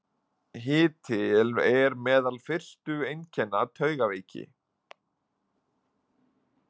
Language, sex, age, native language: Icelandic, male, 20-29, Icelandic